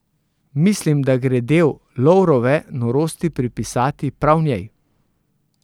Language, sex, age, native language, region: Slovenian, male, 30-49, Slovenian, Central Slovenia